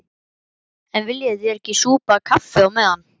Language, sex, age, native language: Icelandic, male, 11, Icelandic